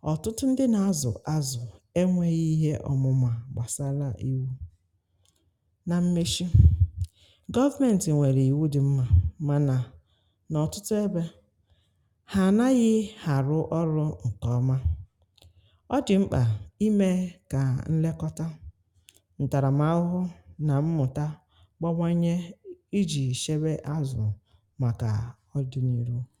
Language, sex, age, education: Igbo, female, 30-45, tertiary